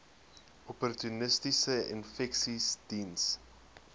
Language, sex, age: Afrikaans, male, 21